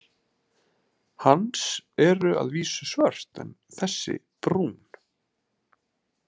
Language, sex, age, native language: Icelandic, male, 30-39, Icelandic